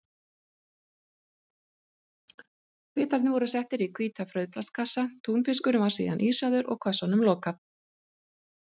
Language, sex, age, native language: Icelandic, female, 50-59, Icelandic